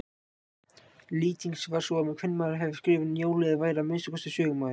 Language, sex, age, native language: Icelandic, male, 18-19, Icelandic